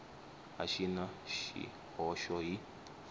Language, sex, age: Tsonga, male, 19